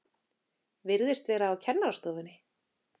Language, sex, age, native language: Icelandic, female, 30-39, Icelandic